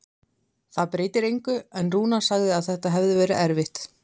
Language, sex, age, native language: Icelandic, female, 20-29, Icelandic